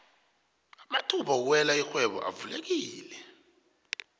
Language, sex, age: South Ndebele, male, 21